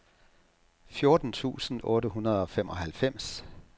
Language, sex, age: Danish, male, 67